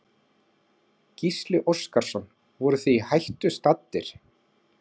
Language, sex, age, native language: Icelandic, male, 40-49, Icelandic